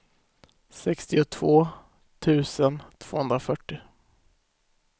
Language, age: Swedish, 18